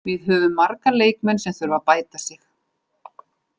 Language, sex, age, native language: Icelandic, female, 40-49, Icelandic